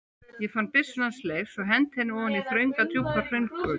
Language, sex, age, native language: Icelandic, female, 18-19, Icelandic